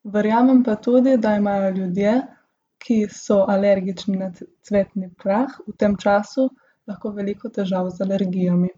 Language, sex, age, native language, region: Slovenian, female, 18-29, Slovenian, Gorica region